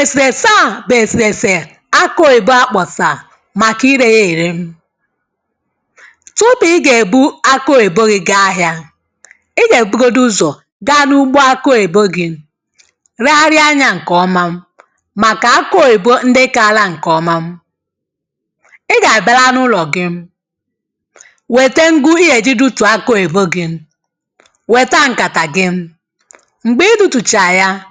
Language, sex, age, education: Igbo, female, 30-45, tertiary